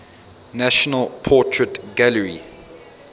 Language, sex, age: English, male, 22